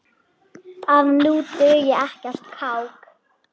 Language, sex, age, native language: Icelandic, female, 9, Icelandic